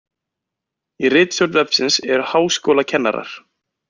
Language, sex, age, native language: Icelandic, male, 20-29, Icelandic